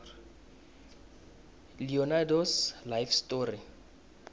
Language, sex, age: South Ndebele, male, 19